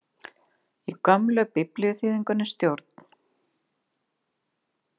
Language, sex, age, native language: Icelandic, female, 50-59, Icelandic